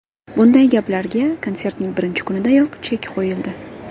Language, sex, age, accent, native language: Uzbek, female, 18-24, Andijon, Uzbek